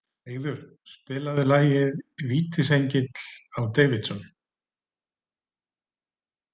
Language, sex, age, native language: Icelandic, male, 30-39, Icelandic